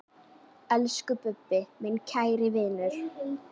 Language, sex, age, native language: Icelandic, female, 10, Icelandic